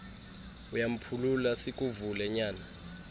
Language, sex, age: Xhosa, male, 18